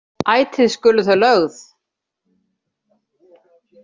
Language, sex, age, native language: Icelandic, female, 70-79, Icelandic